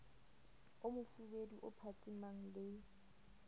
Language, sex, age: Southern Sotho, female, 25